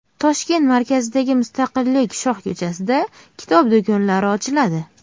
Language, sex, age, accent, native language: Uzbek, female, 19-29, Farg'ona, Uzbek